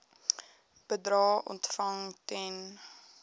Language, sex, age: Afrikaans, female, 18